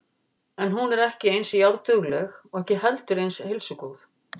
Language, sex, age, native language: Icelandic, female, 50-59, Icelandic